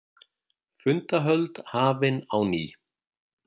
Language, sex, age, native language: Icelandic, male, 50-59, Icelandic